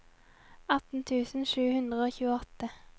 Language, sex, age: Norwegian, female, 22